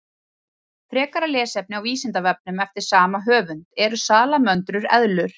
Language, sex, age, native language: Icelandic, female, 30-39, Icelandic